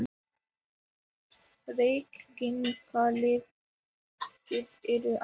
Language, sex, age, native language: Icelandic, female, 18-19, Icelandic